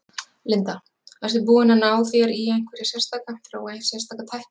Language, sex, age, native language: Icelandic, female, 40-49, Icelandic